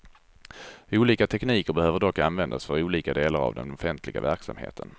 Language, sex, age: Swedish, male, 34